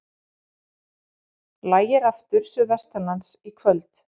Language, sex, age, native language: Icelandic, female, 40-49, Icelandic